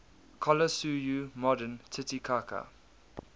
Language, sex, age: English, male, 22